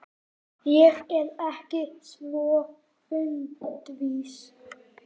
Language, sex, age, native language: Icelandic, male, 9, Icelandic